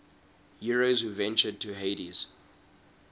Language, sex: English, male